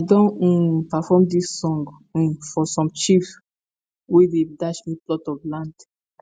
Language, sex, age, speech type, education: Nigerian Pidgin, female, 15-29, spontaneous, tertiary